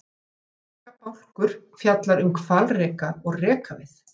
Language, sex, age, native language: Icelandic, female, 50-59, Icelandic